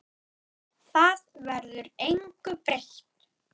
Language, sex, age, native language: Icelandic, male, 9, Icelandic